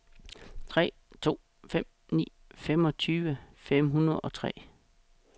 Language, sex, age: Danish, male, 36